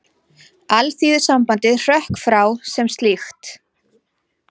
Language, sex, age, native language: Icelandic, female, 40-49, Icelandic